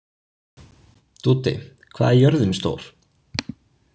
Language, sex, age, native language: Icelandic, male, 20-29, Icelandic